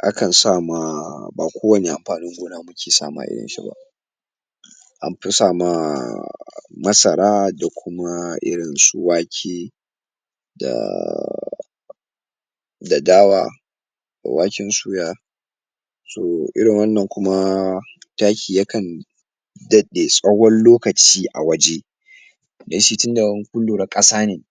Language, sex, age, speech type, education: Hausa, male, 46-60, spontaneous, tertiary